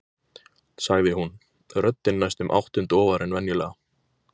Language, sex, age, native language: Icelandic, male, 20-29, Icelandic